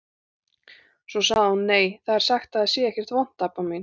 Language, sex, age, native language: Icelandic, female, 40-49, Icelandic